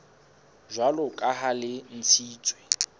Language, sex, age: Southern Sotho, male, 22